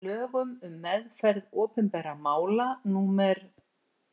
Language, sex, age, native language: Icelandic, female, 60-69, Icelandic